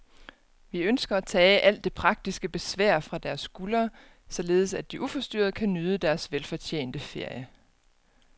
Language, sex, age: Danish, female, 29